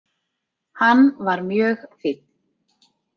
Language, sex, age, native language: Icelandic, female, 30-39, Icelandic